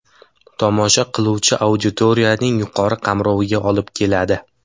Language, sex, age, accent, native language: Uzbek, male, 18-24, Samarqand, Uzbek